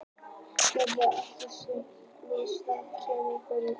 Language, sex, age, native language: Icelandic, female, 30-39, Icelandic